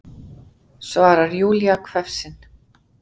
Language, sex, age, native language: Icelandic, female, 40-49, Icelandic